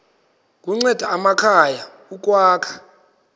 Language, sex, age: Xhosa, male, 22